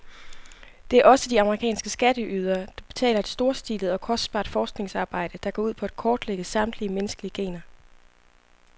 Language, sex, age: Danish, female, 25